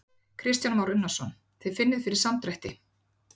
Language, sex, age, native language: Icelandic, female, 40-49, Icelandic